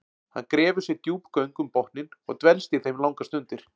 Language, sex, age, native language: Icelandic, male, 40-49, Icelandic